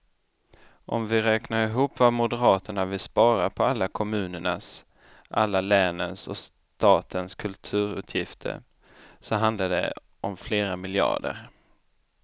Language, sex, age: Swedish, male, 29